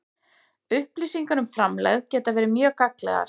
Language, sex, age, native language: Icelandic, female, 30-39, Icelandic